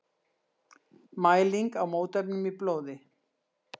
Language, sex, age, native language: Icelandic, female, 60-69, Icelandic